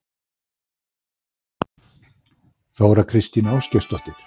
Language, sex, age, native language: Icelandic, male, 60-69, Icelandic